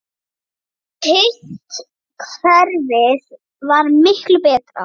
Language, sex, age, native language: Icelandic, female, 9, Icelandic